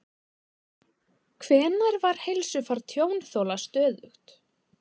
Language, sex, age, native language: Icelandic, female, 20-29, Icelandic